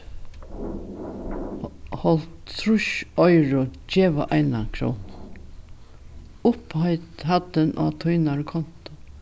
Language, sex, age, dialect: Faroese, female, 61+, Norðurstreymoy/Eysturoy